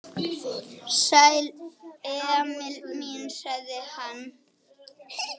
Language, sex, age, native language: Icelandic, male, 8, Icelandic